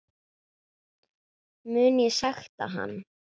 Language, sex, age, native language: Icelandic, female, 9, Icelandic